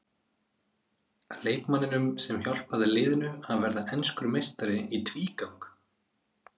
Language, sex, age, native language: Icelandic, male, 30-39, Icelandic